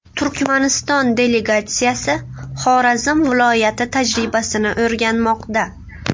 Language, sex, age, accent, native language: Uzbek, female, 18-24, Buxoro, Uzbek